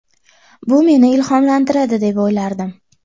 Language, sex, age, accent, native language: Uzbek, female, 18-24, Andijon, Uzbek